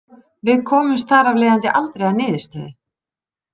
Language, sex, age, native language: Icelandic, female, 30-39, Icelandic